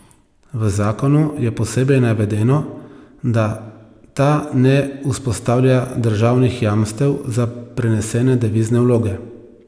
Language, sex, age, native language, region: Slovenian, male, 30-49, Slovenian, Savinja region